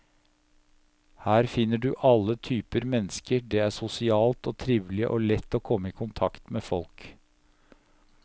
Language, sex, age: Norwegian, male, 57